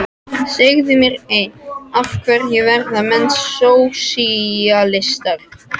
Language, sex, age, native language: Icelandic, other, 13, French